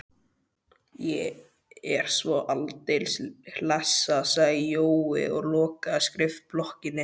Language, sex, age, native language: Icelandic, male, 12, Icelandic